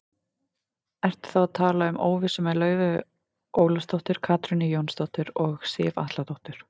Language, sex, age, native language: Icelandic, female, 30-39, Icelandic